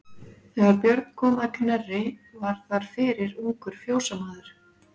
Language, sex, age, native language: Icelandic, female, 40-49, Icelandic